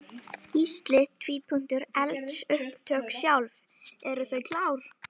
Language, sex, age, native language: Icelandic, female, 12, Icelandic